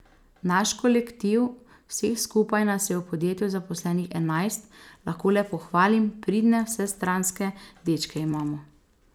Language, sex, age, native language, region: Slovenian, female, 18-29, Slovenian, Savinja region